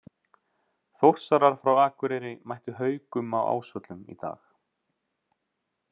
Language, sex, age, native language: Icelandic, male, 30-39, Icelandic